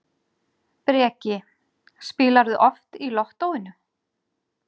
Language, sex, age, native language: Icelandic, female, 40-49, Icelandic